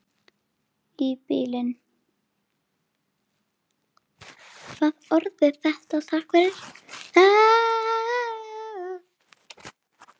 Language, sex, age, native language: Icelandic, female, 9, Icelandic